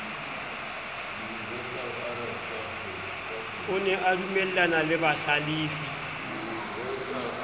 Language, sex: Southern Sotho, male